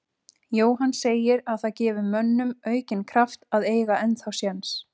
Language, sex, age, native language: Icelandic, female, 30-39, Icelandic